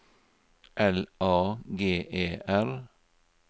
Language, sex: Norwegian, male